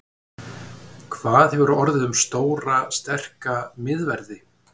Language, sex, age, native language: Icelandic, male, 50-59, Icelandic